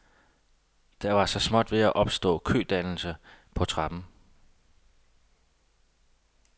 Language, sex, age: Danish, male, 32